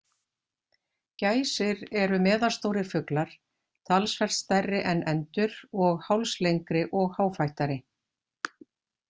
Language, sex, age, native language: Icelandic, female, 50-59, Icelandic